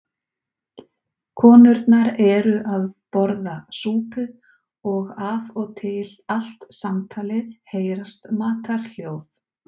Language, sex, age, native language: Icelandic, female, 40-49, Icelandic